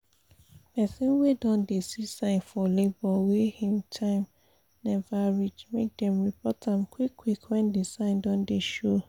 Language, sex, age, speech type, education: Nigerian Pidgin, female, 15-29, spontaneous, tertiary